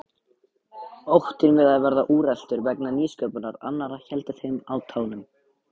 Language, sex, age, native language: Icelandic, male, 18-19, Icelandic